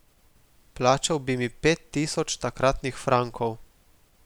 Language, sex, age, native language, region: Slovenian, male, 18-29, Slovenian, Gorica region